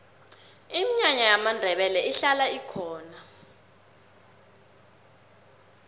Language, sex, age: South Ndebele, female, 21